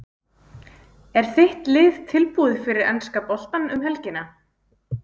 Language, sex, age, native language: Icelandic, female, 20-29, Icelandic